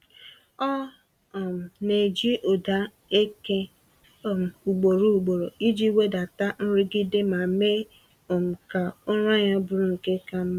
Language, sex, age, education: Igbo, female, 30-45, tertiary